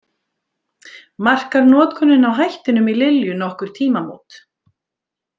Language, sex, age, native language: Icelandic, female, 50-59, Icelandic